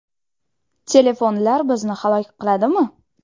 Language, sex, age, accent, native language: Uzbek, female, 12-17, Xorazm, Uzbek